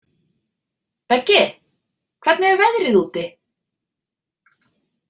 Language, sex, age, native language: Icelandic, female, 40-49, Icelandic